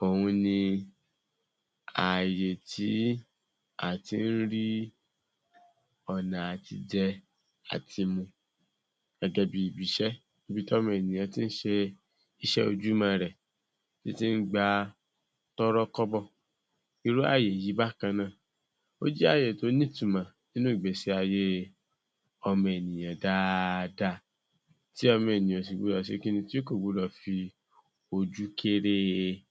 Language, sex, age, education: Yoruba, male, 15-29, secondary